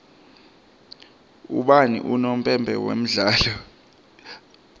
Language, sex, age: Swati, male, 23